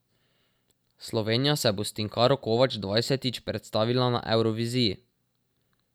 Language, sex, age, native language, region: Slovenian, male, 12-17, Slovenian, Drava region